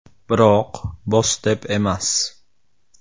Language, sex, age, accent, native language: Uzbek, male, 18-24, Samarqand, Uzbek